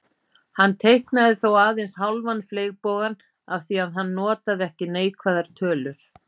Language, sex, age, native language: Icelandic, female, 50-59, Icelandic